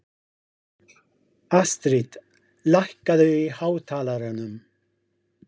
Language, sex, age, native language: Icelandic, male, 50-59, English